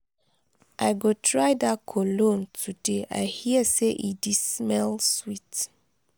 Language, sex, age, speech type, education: Nigerian Pidgin, female, 30-45, spontaneous, tertiary